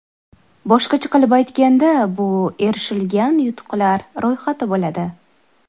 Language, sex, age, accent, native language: Uzbek, female, 19-29, Toshkent shahri, Uzbek